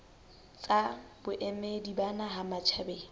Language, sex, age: Southern Sotho, female, 19